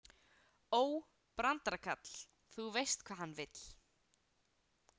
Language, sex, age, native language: Icelandic, female, 18-19, Icelandic